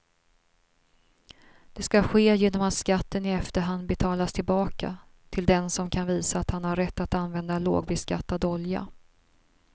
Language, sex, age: Swedish, female, 42